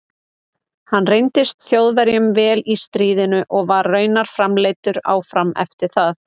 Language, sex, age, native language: Icelandic, female, 30-39, Icelandic